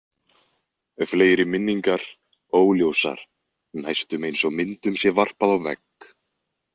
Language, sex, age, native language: Icelandic, male, 20-29, Icelandic